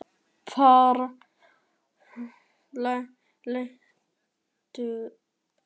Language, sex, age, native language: Icelandic, male, 12, Icelandic